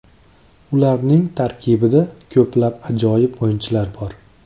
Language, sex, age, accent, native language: Uzbek, male, 25-34, Andijon, Uzbek